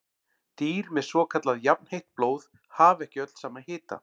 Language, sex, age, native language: Icelandic, male, 40-49, Icelandic